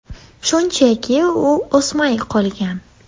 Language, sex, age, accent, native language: Uzbek, female, 18-24, Andijon, Uzbek